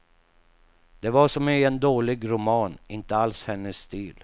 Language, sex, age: Swedish, male, 48